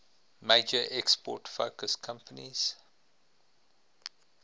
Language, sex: English, male